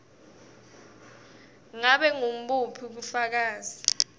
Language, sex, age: Swati, female, 18